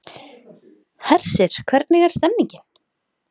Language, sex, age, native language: Icelandic, female, 30-39, Icelandic